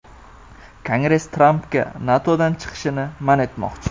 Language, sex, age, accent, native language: Uzbek, male, 18-24, Jizzax, Uzbek